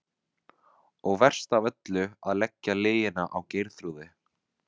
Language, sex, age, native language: Icelandic, male, 20-29, Vietnamese